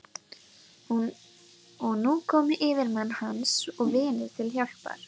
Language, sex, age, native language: Icelandic, female, 12, Icelandic